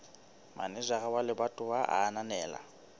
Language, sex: Southern Sotho, male